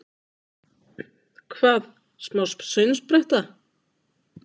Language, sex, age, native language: Icelandic, female, 20-29, Icelandic